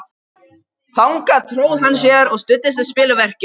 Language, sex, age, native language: Icelandic, male, 13, Icelandic